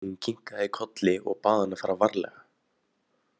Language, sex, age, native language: Icelandic, male, 18-19, Icelandic